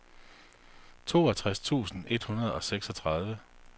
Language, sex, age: Danish, male, 48